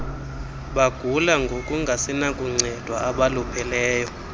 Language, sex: Xhosa, male